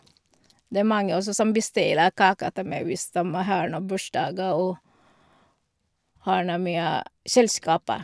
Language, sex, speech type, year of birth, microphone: Norwegian, female, spontaneous, 1962, Sennheiser